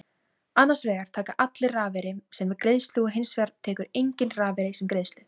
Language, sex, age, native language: Icelandic, female, 17, Icelandic